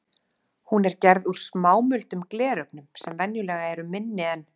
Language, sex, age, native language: Icelandic, female, 30-39, Icelandic